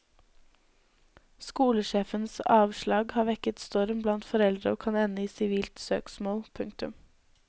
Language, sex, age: Norwegian, female, 20